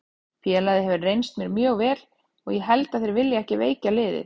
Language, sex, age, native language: Icelandic, female, 30-39, Icelandic